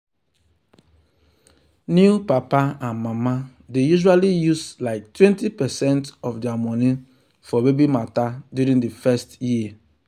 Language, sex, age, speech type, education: Nigerian Pidgin, male, 30-45, spontaneous, tertiary